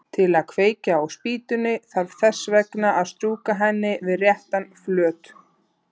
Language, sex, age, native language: Icelandic, female, 30-39, Icelandic